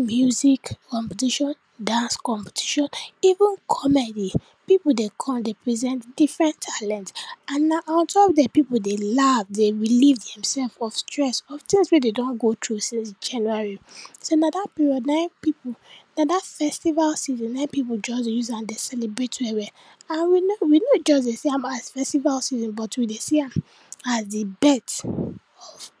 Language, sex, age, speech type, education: Nigerian Pidgin, female, 15-29, spontaneous, tertiary